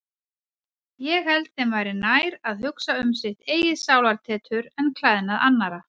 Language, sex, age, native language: Icelandic, female, 40-49, Icelandic